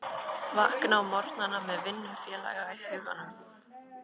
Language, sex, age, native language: Icelandic, female, 13, Icelandic